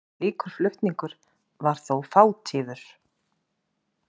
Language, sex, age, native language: Icelandic, female, 40-49, Icelandic